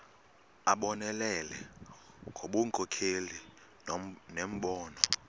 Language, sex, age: Xhosa, male, 32